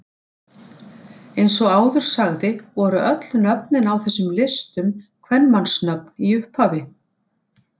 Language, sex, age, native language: Icelandic, female, 60-69, Icelandic